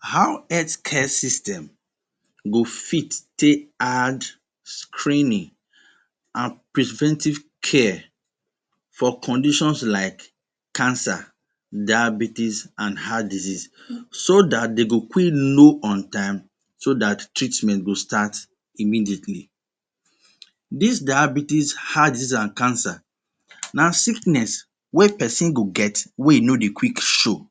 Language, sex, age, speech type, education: Nigerian Pidgin, male, 30-45, spontaneous, tertiary